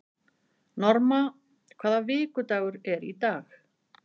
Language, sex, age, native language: Icelandic, female, 50-59, Icelandic